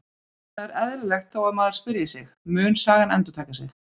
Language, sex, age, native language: Icelandic, female, 30-39, Icelandic